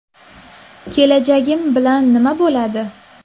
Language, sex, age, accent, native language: Uzbek, female, 19-29, Navoiy, Uzbek